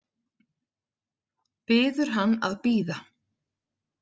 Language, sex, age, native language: Icelandic, female, 40-49, Icelandic